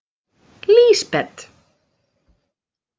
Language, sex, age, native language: Icelandic, female, 30-39, Icelandic